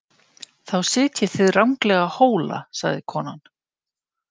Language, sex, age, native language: Icelandic, female, 50-59, Icelandic